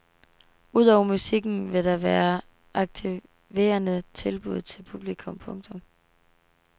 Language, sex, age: Danish, female, 18